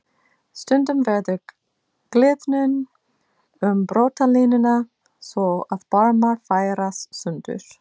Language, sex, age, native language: Icelandic, female, 40-49, English